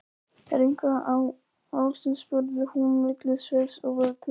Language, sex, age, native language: Icelandic, male, 11, Polish